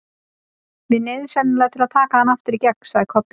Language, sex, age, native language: Icelandic, female, 30-39, Icelandic